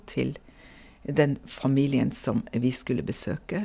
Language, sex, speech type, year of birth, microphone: Norwegian, female, spontaneous, 1956, Shure